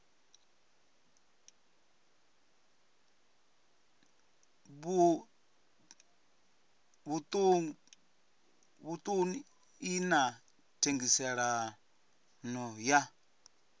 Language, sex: Venda, male